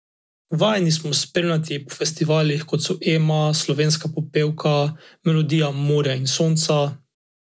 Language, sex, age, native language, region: Slovenian, male, 18-29, Slovenian, Drava region